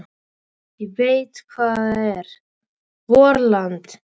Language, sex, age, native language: Icelandic, female, 13, Icelandic